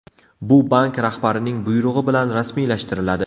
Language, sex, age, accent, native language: Uzbek, male, 18-24, Navoiy, Uzbek